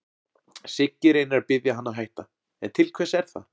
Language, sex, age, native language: Icelandic, male, 40-49, Icelandic